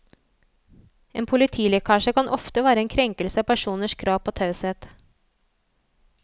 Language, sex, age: Norwegian, female, 27